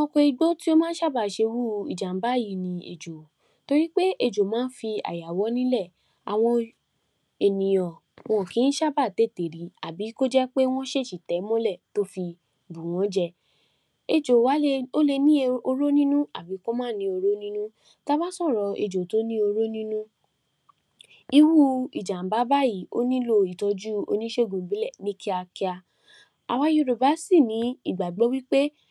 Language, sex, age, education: Yoruba, female, 46-60, tertiary